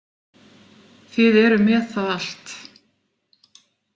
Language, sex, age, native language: Icelandic, female, 40-49, Icelandic